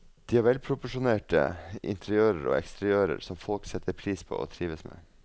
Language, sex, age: Norwegian, male, 42